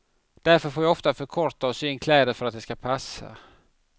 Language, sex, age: Swedish, male, 50